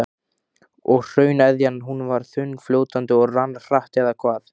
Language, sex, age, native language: Icelandic, male, 15, Icelandic